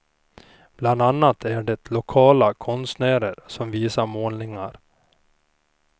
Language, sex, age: Swedish, male, 38